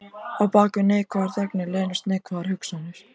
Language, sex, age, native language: Icelandic, male, 14, Icelandic